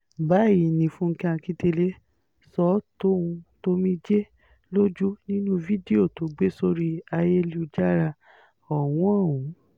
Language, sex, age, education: Yoruba, female, 15-29, tertiary